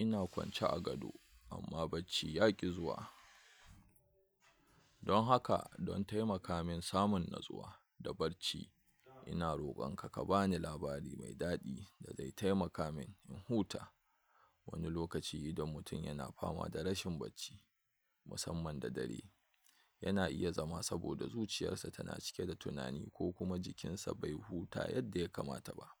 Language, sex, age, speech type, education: Hausa, male, 46-60, spontaneous, tertiary